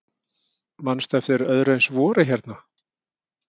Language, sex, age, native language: Icelandic, male, 50-59, Icelandic